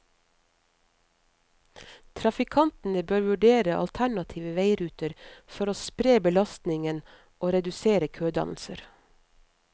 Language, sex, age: Norwegian, female, 50